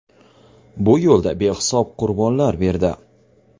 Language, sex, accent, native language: Uzbek, male, Farg'ona, Uzbek